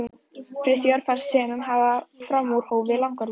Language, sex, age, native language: Icelandic, female, 11, Icelandic